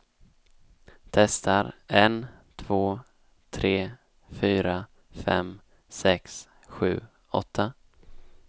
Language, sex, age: Swedish, male, 19